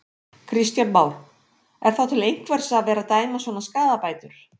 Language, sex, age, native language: Icelandic, female, 50-59, Icelandic